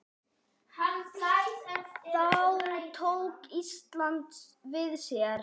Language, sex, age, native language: Icelandic, female, 8, Icelandic